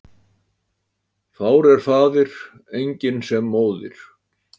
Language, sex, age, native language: Icelandic, male, 80-89, Icelandic